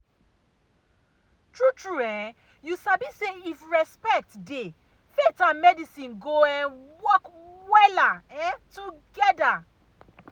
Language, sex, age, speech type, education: Nigerian Pidgin, female, 30-45, spontaneous, tertiary